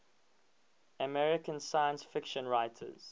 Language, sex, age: English, male, 19